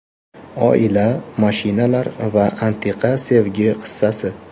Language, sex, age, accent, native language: Uzbek, male, 25-34, Toshkent shahri, Uzbek